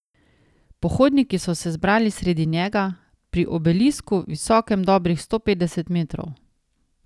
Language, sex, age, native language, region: Slovenian, female, 30-49, Slovenian, Savinja region